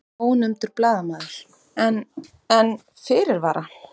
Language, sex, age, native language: Icelandic, female, 30-39, Icelandic